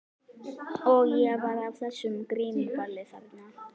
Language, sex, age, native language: Icelandic, female, 11, Icelandic